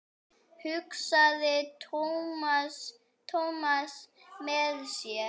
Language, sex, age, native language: Icelandic, female, 8, Icelandic